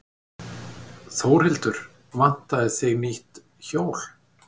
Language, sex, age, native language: Icelandic, male, 50-59, Icelandic